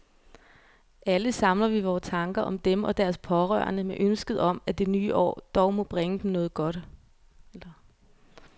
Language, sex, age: Danish, female, 24